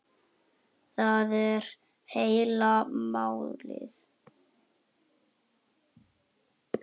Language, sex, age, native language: Icelandic, male, 6, Icelandic